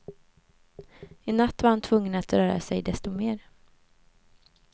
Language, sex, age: Swedish, female, 24